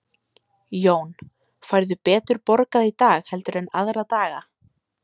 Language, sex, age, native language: Icelandic, female, 18-19, Icelandic